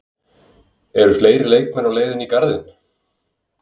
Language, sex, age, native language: Icelandic, male, 20-29, Icelandic